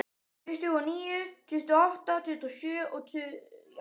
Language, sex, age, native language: Icelandic, male, 12, Icelandic